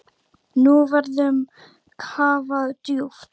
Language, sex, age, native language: Icelandic, female, 10, Icelandic